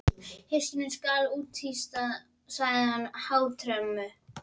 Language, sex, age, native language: Icelandic, female, 12, Icelandic